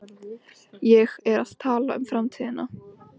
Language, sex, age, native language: Icelandic, female, 13, Icelandic